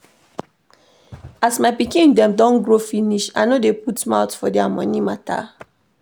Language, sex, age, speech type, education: Nigerian Pidgin, female, 15-29, read, primary